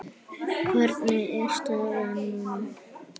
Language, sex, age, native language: Icelandic, female, 9, Icelandic